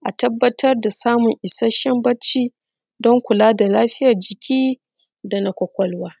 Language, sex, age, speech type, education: Hausa, female, 30-45, spontaneous, secondary